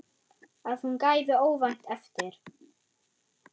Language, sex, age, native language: Icelandic, female, 9, German